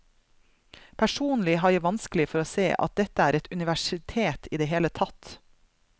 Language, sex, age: Norwegian, female, 32